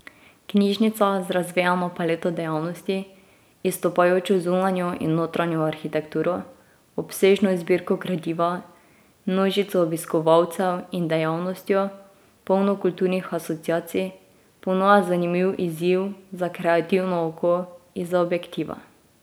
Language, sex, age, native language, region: Slovenian, female, 18-29, Slovenian, Drava region